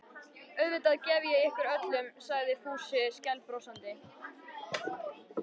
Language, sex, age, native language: Icelandic, female, 13, Icelandic